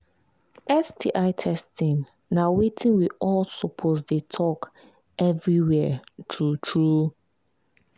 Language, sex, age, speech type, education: Nigerian Pidgin, female, 15-29, spontaneous, tertiary